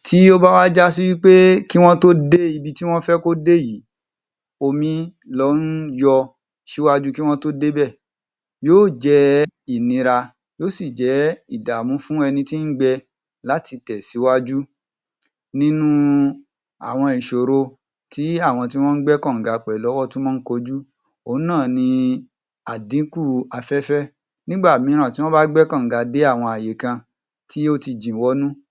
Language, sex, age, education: Yoruba, male, 30-45, tertiary